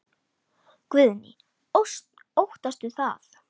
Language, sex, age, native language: Icelandic, female, 10, Icelandic